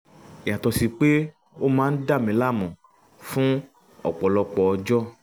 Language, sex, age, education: Yoruba, male, 30-45, tertiary